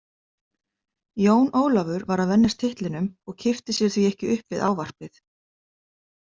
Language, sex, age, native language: Icelandic, female, 50-59, Icelandic